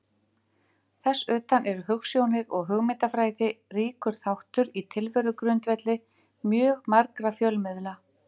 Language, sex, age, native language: Icelandic, female, 50-59, Icelandic